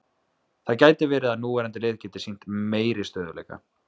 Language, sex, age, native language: Icelandic, male, 20-29, Icelandic